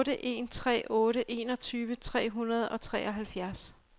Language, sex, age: Danish, female, 35